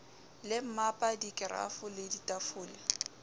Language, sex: Southern Sotho, female